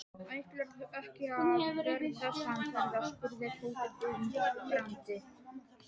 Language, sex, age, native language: Icelandic, male, 18-19, Polish